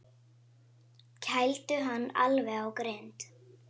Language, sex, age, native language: Icelandic, female, 8, Icelandic